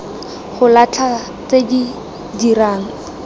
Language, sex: Tswana, female